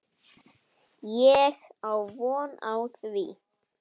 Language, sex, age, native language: Icelandic, male, 9, Icelandic